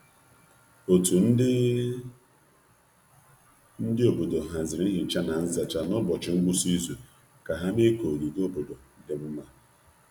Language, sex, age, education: Igbo, male, 30-45, tertiary